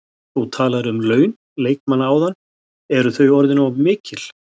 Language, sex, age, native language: Icelandic, male, 60-69, Icelandic